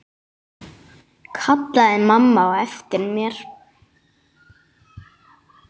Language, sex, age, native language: Icelandic, male, 8, Icelandic